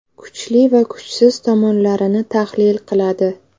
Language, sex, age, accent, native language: Uzbek, female, 18-24, Navoiy, Uzbek